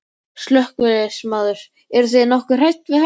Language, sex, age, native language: Icelandic, male, 13, Icelandic